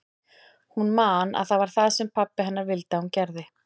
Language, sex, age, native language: Icelandic, female, 40-49, Icelandic